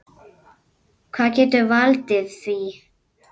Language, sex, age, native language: Icelandic, male, 9, Icelandic